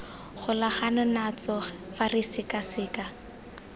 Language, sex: Tswana, female